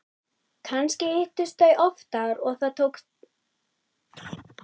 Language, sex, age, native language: Icelandic, female, 30-39, Icelandic